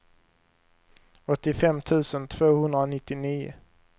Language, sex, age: Swedish, male, 23